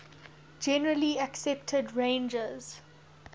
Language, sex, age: English, female, 19